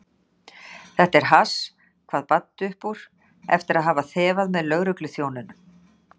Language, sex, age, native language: Icelandic, female, 60-69, Icelandic